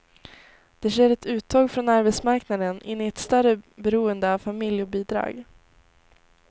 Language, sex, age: Swedish, female, 18